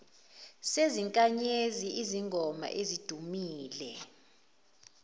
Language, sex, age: Zulu, female, 19